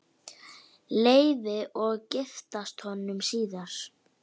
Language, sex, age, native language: Icelandic, female, 9, Icelandic